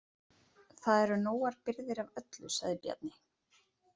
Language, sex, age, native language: Icelandic, female, 30-39, Icelandic